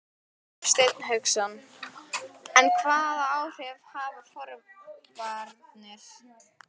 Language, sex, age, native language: Icelandic, female, 12, Icelandic